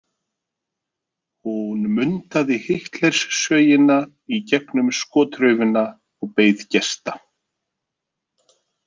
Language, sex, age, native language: Icelandic, male, 40-49, Icelandic